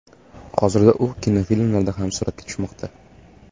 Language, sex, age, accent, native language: Uzbek, male, 18-24, Farg'ona, Uzbek